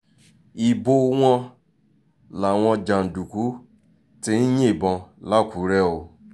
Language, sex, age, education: Yoruba, male, 30-45, tertiary